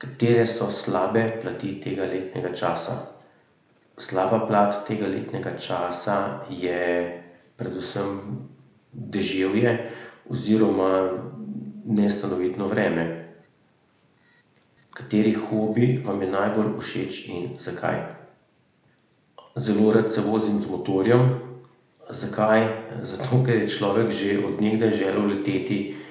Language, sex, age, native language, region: Slovenian, male, 30-49, Slovenian, Central Slovenia